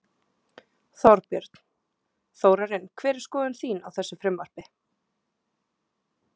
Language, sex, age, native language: Icelandic, female, 20-29, Icelandic